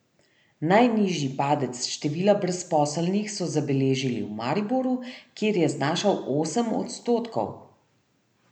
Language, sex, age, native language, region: Slovenian, female, 30-49, Slovenian, Central Slovenia